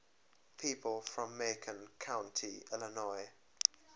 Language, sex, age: English, male, 23